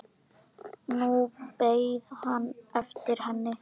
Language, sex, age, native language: Icelandic, female, 10, Icelandic